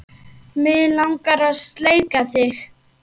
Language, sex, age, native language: Icelandic, male, 8, Icelandic